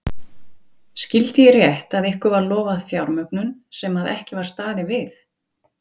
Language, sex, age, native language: Icelandic, female, 40-49, Icelandic